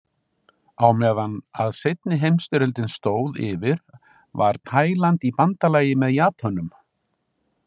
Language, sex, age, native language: Icelandic, male, 60-69, Icelandic